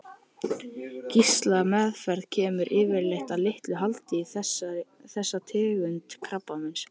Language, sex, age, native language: Icelandic, male, 13, Icelandic